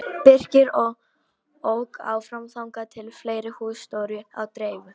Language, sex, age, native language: Icelandic, female, 18-19, Polish